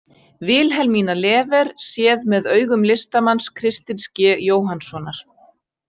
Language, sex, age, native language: Icelandic, female, 40-49, Icelandic